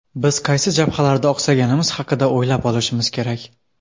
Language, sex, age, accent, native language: Uzbek, male, under 19, Xorazm, Uzbek